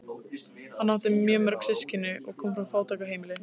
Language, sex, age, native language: Icelandic, female, 15, Icelandic